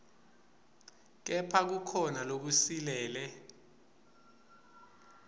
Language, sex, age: Swati, male, 24